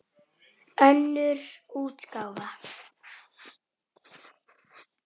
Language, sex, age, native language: Icelandic, female, 10, Icelandic